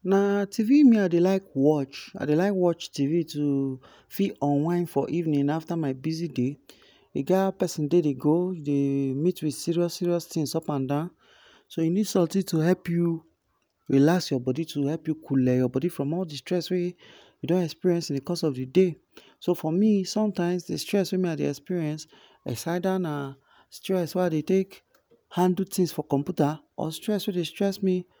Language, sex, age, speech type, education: Nigerian Pidgin, male, 15-29, spontaneous, tertiary